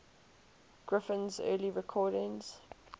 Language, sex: English, female